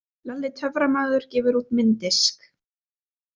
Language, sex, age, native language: Icelandic, female, 20-29, Icelandic